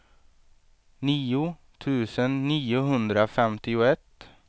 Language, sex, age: Swedish, male, 23